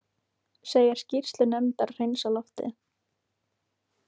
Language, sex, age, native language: Icelandic, female, 18-19, Icelandic